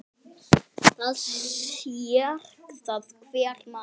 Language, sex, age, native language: Icelandic, male, 6, Icelandic